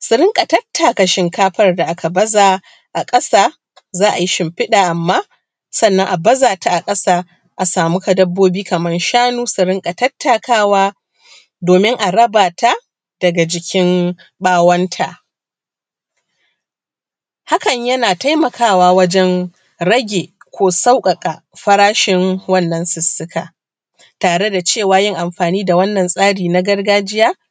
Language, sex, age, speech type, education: Hausa, female, 30-45, spontaneous, primary